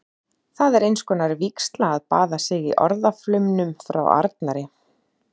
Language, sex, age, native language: Icelandic, female, 30-39, Icelandic